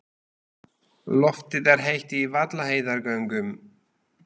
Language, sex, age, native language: Icelandic, male, 40-49, Slovak